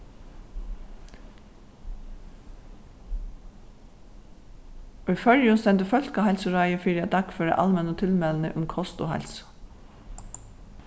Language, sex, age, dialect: Faroese, female, 36-60, Suðurstreymoy